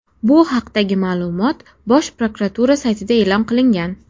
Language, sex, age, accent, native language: Uzbek, female, under 19, Namangan, Uzbek